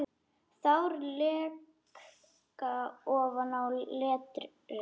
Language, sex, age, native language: Icelandic, female, 10, Icelandic